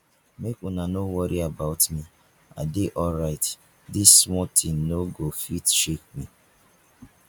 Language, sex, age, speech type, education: Nigerian Pidgin, male, 15-29, spontaneous, tertiary